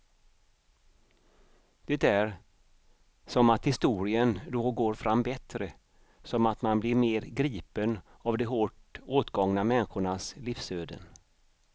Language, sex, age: Swedish, male, 55